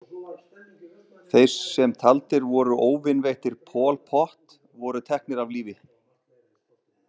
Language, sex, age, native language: Icelandic, male, 30-39, Icelandic